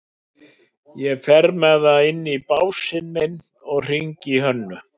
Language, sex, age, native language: Icelandic, male, 60-69, Icelandic